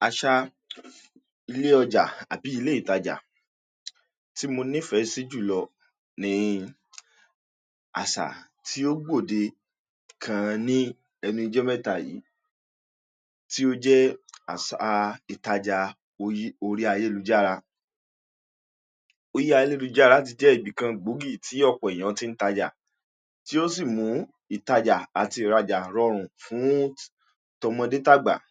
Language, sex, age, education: Yoruba, male, 46-60, tertiary